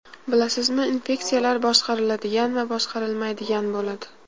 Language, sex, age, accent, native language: Uzbek, female, 18-24, Namangan, Uzbek